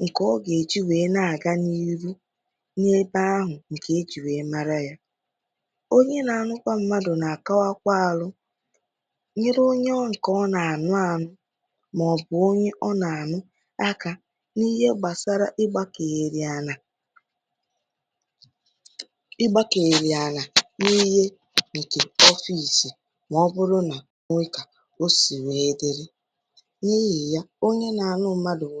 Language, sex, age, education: Igbo, female, 15-29, secondary